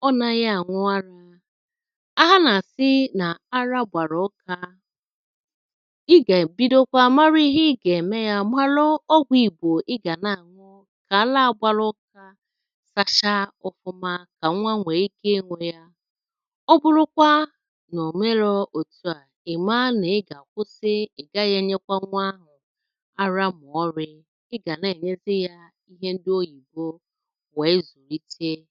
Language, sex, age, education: Igbo, female, 30-45, secondary